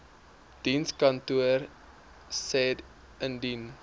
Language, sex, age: Afrikaans, male, 23